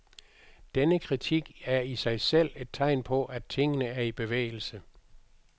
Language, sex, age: Danish, male, 62